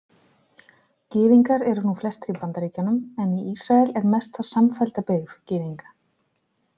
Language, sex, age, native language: Icelandic, female, 40-49, Icelandic